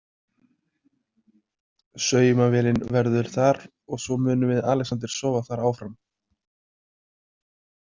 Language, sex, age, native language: Icelandic, male, 20-29, Icelandic